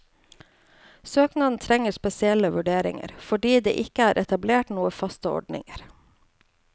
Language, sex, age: Norwegian, female, 29